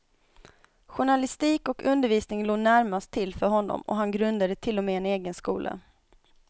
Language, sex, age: Swedish, female, 25